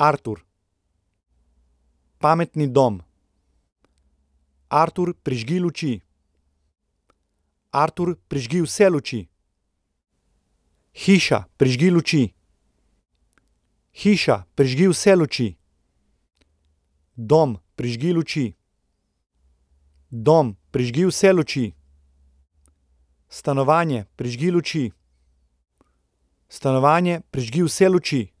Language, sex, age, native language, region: Slovenian, male, 30-49, Slovenian, Central Slovenia